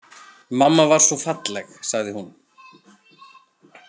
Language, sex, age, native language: Icelandic, male, 40-49, Icelandic